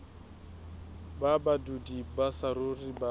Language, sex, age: Southern Sotho, male, 20